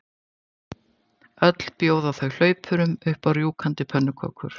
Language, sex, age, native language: Icelandic, female, 50-59, Icelandic